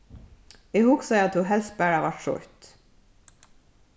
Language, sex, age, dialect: Faroese, female, 36-60, Suðurstreymoy